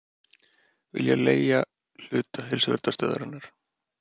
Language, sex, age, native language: Icelandic, male, 30-39, Icelandic